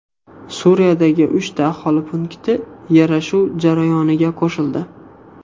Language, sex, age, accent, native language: Uzbek, male, 18-24, Xorazm, Uzbek